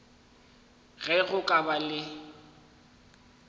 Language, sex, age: Northern Sotho, male, 18